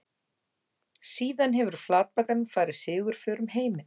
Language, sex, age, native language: Icelandic, female, 18-19, Icelandic